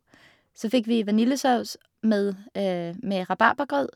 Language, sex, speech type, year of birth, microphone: Norwegian, female, spontaneous, 1985, Shure